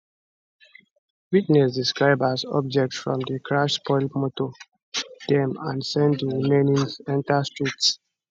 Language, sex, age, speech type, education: Nigerian Pidgin, male, 15-29, spontaneous, tertiary